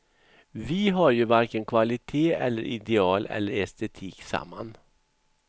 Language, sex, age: Swedish, male, 64